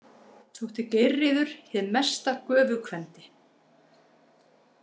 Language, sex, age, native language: Icelandic, female, 50-59, Icelandic